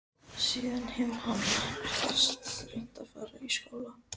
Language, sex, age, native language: Icelandic, female, 14, Icelandic